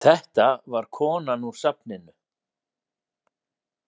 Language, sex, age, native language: Icelandic, male, 40-49, Icelandic